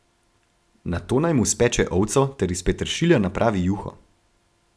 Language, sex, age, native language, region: Slovenian, male, 18-29, Slovenian, Gorenjska region